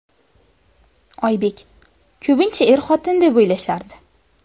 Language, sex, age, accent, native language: Uzbek, female, under 19, Buxoro, Uzbek